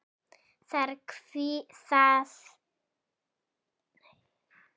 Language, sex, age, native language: Icelandic, female, 7, Icelandic